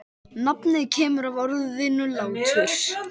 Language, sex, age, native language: Icelandic, male, 10, Icelandic